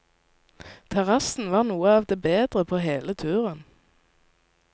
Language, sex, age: Norwegian, female, 19